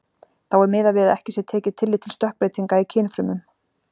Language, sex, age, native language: Icelandic, female, 40-49, Icelandic